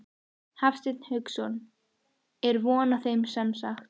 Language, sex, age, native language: Icelandic, female, 14, Icelandic